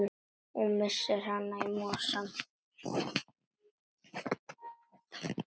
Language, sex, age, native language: Icelandic, female, 9, Icelandic